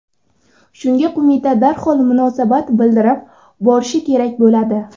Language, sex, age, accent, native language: Uzbek, female, 18-24, Surxondaryo, Uzbek